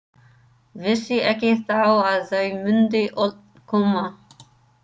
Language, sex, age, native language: Icelandic, female, 30-39, English